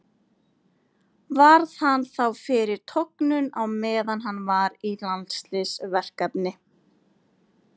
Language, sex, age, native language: Icelandic, female, 40-49, Icelandic